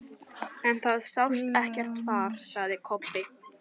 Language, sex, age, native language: Icelandic, female, 11, Icelandic